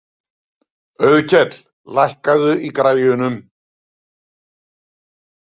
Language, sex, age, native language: Icelandic, male, 70-79, Icelandic